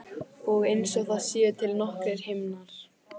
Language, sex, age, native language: Icelandic, female, 15, Icelandic